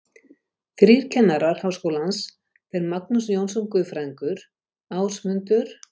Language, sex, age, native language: Icelandic, female, 50-59, Icelandic